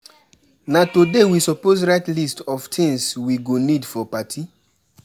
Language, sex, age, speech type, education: Nigerian Pidgin, male, 15-29, spontaneous, tertiary